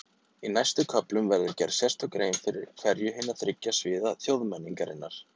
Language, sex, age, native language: Icelandic, male, 30-39, Icelandic